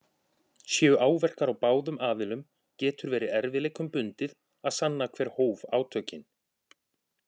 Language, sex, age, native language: Icelandic, male, 40-49, Icelandic